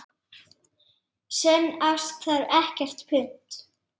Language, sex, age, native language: Icelandic, female, 8, Icelandic